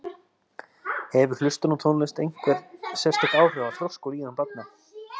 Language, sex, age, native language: Icelandic, male, 30-39, Icelandic